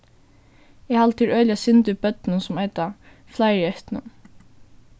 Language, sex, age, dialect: Faroese, female, 15-35, Suðurstreymoy